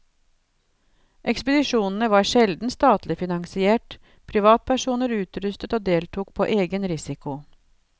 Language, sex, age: Norwegian, female, 52